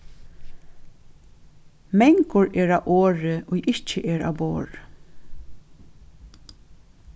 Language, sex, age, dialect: Faroese, female, 36-60, Norðuroyggjar